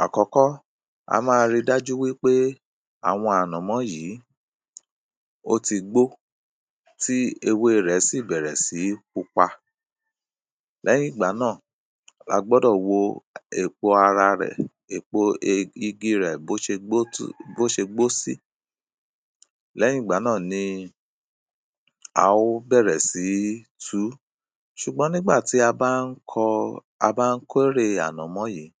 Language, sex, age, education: Yoruba, male, 30-45, primary